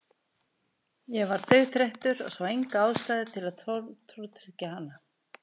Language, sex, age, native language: Icelandic, female, 50-59, Icelandic